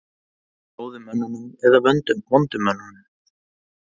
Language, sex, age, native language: Icelandic, male, 30-39, Icelandic